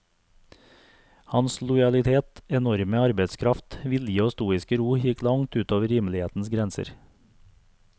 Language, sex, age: Norwegian, male, 42